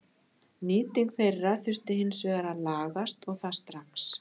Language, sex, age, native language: Icelandic, female, 60-69, Icelandic